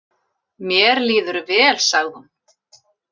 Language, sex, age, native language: Icelandic, female, 40-49, Icelandic